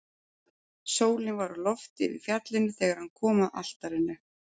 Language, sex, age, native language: Icelandic, female, 40-49, Icelandic